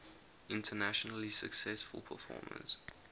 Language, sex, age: English, male, 20